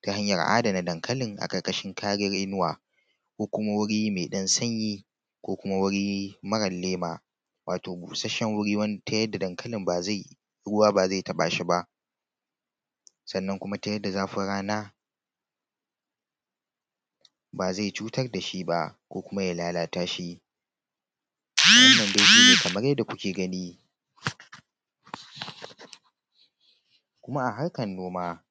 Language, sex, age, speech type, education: Hausa, male, 15-29, spontaneous, tertiary